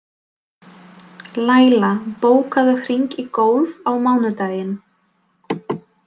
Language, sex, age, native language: Icelandic, female, 20-29, Polish